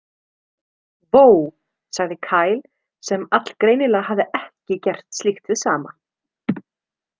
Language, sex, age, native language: Icelandic, female, 30-39, Icelandic